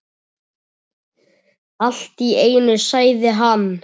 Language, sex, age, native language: Icelandic, male, 7, Icelandic